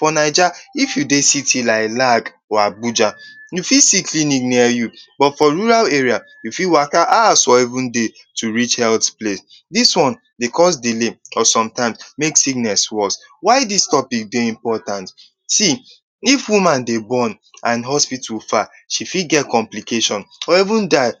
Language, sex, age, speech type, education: Nigerian Pidgin, male, 15-29, spontaneous, tertiary